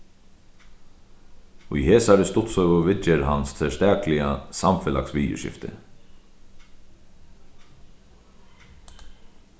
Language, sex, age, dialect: Faroese, male, 36-60, Sandoy